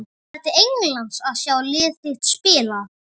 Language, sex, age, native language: Icelandic, male, 12, Icelandic